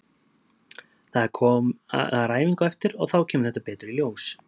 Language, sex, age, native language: Icelandic, male, 30-39, Icelandic